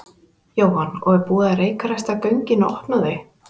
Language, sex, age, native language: Icelandic, female, 30-39, Icelandic